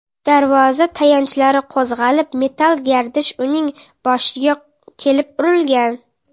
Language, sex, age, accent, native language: Uzbek, female, under 19, Qoraqalpog'iston, Karakalpak